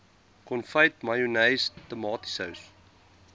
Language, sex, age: Afrikaans, male, 20